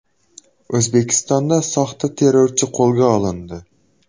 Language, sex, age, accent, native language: Uzbek, male, 12-17, Toshkent viloyati, Uzbek